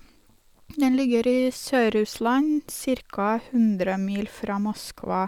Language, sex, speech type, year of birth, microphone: Norwegian, female, spontaneous, 1983, Sennheiser